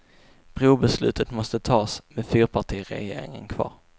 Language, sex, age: Swedish, male, 22